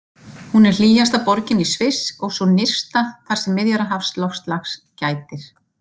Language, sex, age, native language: Icelandic, female, 50-59, Icelandic